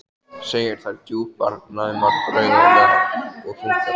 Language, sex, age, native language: Icelandic, male, 14, Icelandic